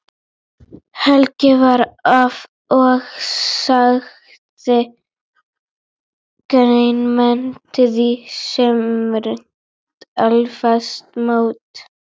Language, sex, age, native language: Icelandic, female, 12, Icelandic